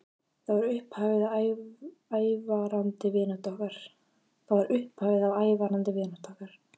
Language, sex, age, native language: Icelandic, female, 15, Icelandic